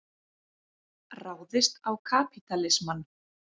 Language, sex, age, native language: Icelandic, female, 30-39, Icelandic